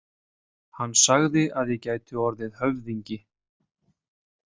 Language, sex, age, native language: Icelandic, male, 30-39, Icelandic